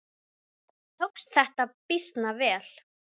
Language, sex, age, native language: Icelandic, female, 9, Icelandic